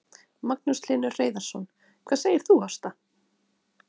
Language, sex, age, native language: Icelandic, female, 30-39, Icelandic